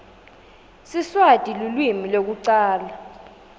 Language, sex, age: Swati, female, 19